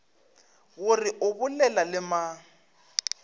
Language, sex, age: Northern Sotho, male, 25